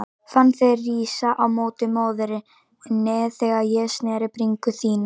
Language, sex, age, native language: Icelandic, female, 18-19, Icelandic